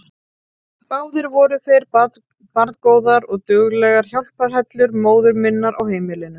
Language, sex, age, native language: Icelandic, female, 30-39, Icelandic